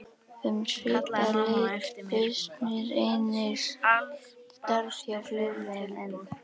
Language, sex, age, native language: Icelandic, female, 11, Icelandic